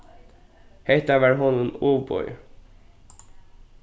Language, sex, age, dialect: Faroese, male, 15-35, Norðuroyggjar